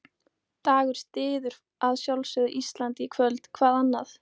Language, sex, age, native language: Icelandic, female, 18-19, Icelandic